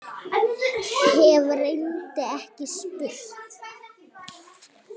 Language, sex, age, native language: Icelandic, female, 8, Icelandic